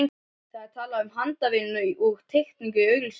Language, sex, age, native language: Icelandic, other, 12, Icelandic